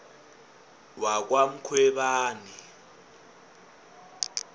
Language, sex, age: South Ndebele, male, 19